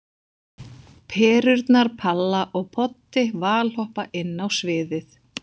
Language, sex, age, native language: Icelandic, female, 40-49, Icelandic